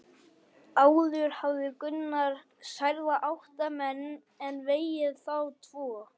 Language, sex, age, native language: Icelandic, male, 11, Icelandic